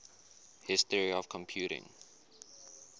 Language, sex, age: English, male, 19